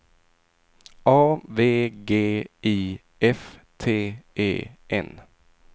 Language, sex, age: Swedish, male, 22